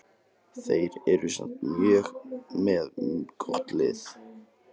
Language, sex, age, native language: Icelandic, male, 18-19, Icelandic